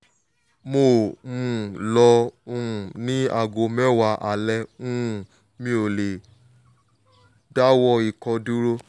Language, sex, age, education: Yoruba, male, 15-29, tertiary